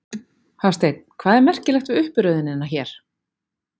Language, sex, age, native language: Icelandic, female, 40-49, Icelandic